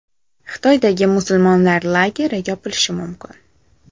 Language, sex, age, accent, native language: Uzbek, female, 18-24, Samarqand, Uzbek